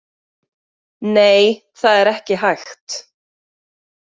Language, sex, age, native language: Icelandic, female, 40-49, Icelandic